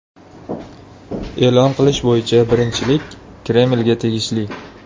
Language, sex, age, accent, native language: Uzbek, male, 19-29, Farg'ona, Uzbek